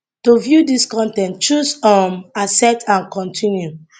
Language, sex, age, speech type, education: Nigerian Pidgin, female, 30-45, spontaneous, tertiary